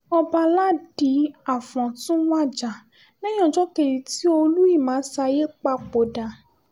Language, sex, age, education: Yoruba, female, 15-29, tertiary